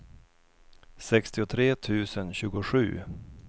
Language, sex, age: Swedish, male, 32